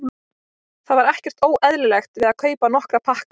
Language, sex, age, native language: Icelandic, female, 20-29, Icelandic